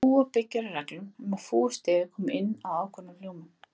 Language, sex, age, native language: Icelandic, female, 20-29, Icelandic